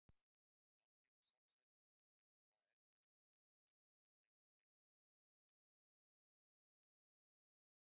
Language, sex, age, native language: Icelandic, male, 60-69, Icelandic